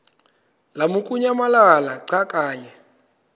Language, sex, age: Xhosa, male, 22